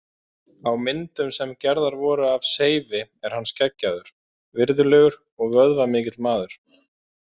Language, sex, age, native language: Icelandic, male, 20-29, Icelandic